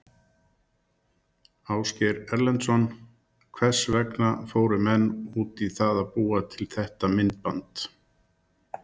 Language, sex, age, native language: Icelandic, male, 60-69, Icelandic